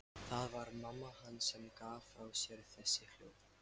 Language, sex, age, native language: Icelandic, male, 13, Lithuanian